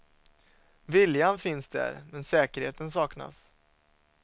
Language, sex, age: Swedish, male, 27